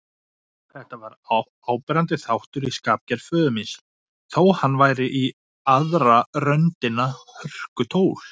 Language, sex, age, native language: Icelandic, male, 40-49, Icelandic